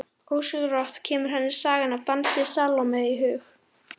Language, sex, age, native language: Icelandic, female, 11, Icelandic